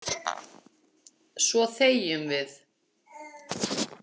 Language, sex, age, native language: Icelandic, female, 8, Icelandic